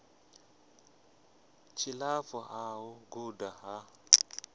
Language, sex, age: Venda, male, 25